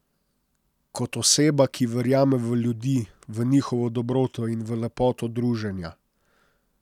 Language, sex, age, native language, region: Slovenian, male, 30-49, Slovenian, Posavska region